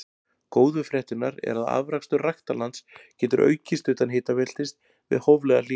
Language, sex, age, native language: Icelandic, male, 40-49, Icelandic